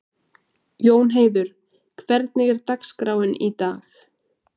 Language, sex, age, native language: Icelandic, female, 20-29, Icelandic